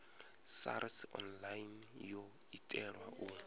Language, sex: Venda, male